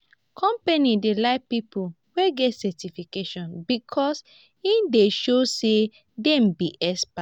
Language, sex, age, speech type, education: Nigerian Pidgin, female, 15-29, spontaneous, tertiary